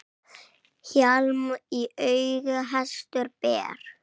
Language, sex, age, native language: Icelandic, female, 8, Icelandic